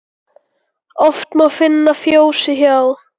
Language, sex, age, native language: Icelandic, male, 9, Icelandic